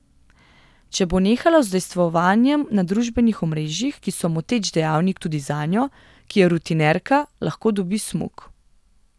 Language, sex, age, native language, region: Slovenian, female, 18-29, Slovenian, Gorenjska region